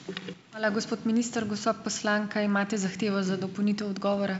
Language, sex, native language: Slovenian, male, Slovenian